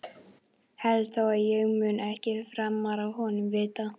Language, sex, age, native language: Icelandic, female, 12, Icelandic